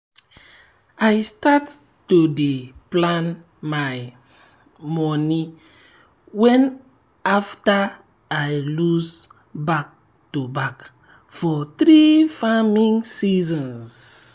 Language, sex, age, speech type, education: Nigerian Pidgin, male, 30-45, spontaneous, tertiary